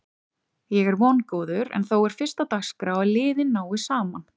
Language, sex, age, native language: Icelandic, female, 30-39, Icelandic